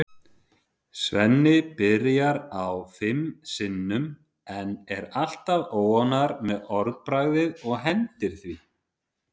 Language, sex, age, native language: Icelandic, male, 30-39, Icelandic